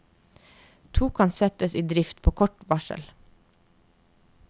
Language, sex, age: Norwegian, female, 30